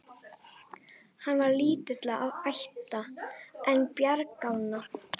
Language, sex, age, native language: Icelandic, female, 11, Icelandic